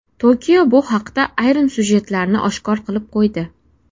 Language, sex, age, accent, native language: Uzbek, female, under 19, Namangan, Uzbek